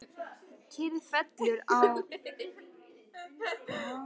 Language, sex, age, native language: Icelandic, female, 12, Icelandic